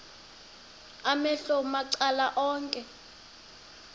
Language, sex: Xhosa, female